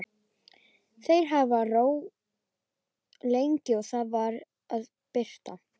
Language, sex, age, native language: Icelandic, female, 11, Icelandic